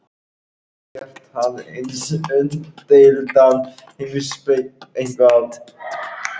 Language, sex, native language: Icelandic, other, Icelandic